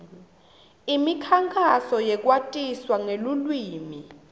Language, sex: Swati, female